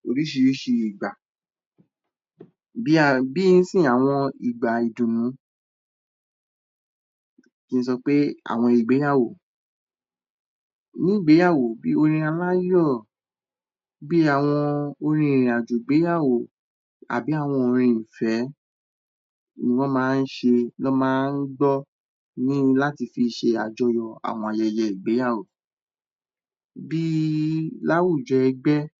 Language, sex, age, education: Yoruba, male, 30-45, tertiary